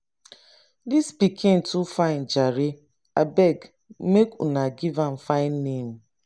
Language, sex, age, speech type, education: Nigerian Pidgin, female, 30-45, spontaneous, tertiary